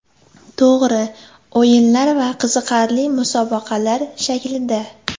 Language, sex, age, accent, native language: Uzbek, female, 18-24, Sirdaryo, Uzbek